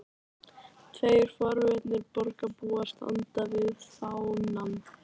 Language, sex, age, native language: Icelandic, female, 11, Icelandic